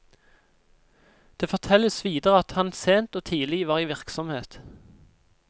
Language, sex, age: Norwegian, male, 26